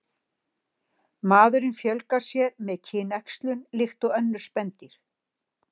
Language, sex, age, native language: Icelandic, female, 60-69, Icelandic